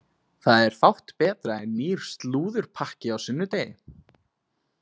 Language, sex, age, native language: Icelandic, male, 20-29, Icelandic